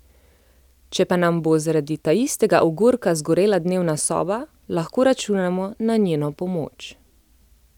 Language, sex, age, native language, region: Slovenian, female, 30-49, Slovenian, Central Slovenia